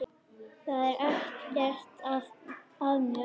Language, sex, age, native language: Icelandic, female, 9, Icelandic